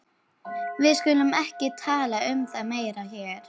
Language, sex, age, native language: Icelandic, female, 12, Icelandic